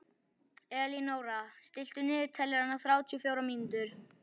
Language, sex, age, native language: Icelandic, male, 11, Icelandic